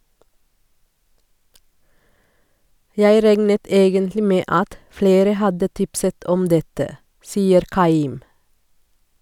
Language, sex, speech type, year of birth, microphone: Norwegian, female, read, 1969, Sennheiser